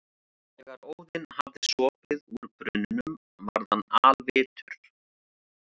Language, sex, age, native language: Icelandic, male, 40-49, Icelandic